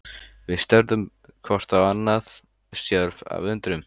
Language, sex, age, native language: Icelandic, male, 14, Icelandic